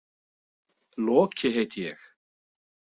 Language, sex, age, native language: Icelandic, male, 40-49, Icelandic